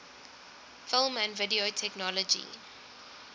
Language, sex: English, female